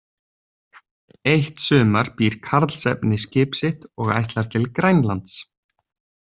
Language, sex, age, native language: Icelandic, male, 20-29, Icelandic